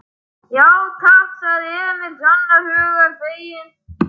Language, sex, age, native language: Icelandic, male, 11, Icelandic